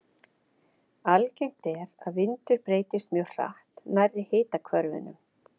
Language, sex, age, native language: Icelandic, female, 50-59, Icelandic